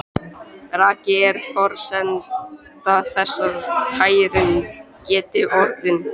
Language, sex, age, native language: Icelandic, male, 12, Icelandic